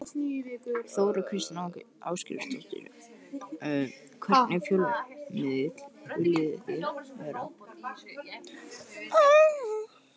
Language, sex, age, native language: Icelandic, female, 13, Icelandic